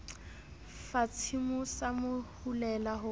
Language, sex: Southern Sotho, female